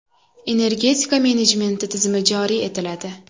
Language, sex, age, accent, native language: Uzbek, female, 18-24, Toshkent shahri, Uzbek